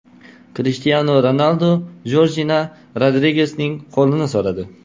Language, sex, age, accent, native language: Uzbek, male, 18-24, Qoraqalpog'iston, Uzbek